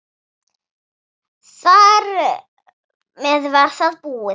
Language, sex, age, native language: Icelandic, female, 8, Icelandic